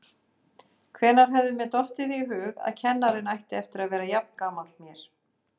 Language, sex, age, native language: Icelandic, female, 50-59, Icelandic